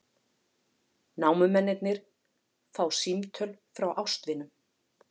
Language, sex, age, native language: Icelandic, female, 40-49, Icelandic